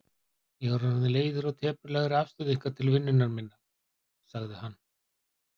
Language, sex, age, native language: Icelandic, male, 40-49, Icelandic